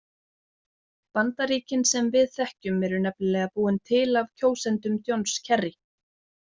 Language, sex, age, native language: Icelandic, female, 30-39, Icelandic